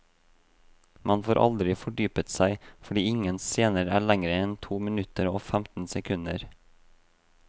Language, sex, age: Norwegian, male, 26